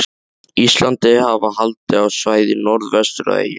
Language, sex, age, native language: Icelandic, male, 13, Icelandic